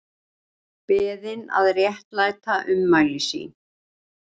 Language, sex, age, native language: Icelandic, female, 60-69, Icelandic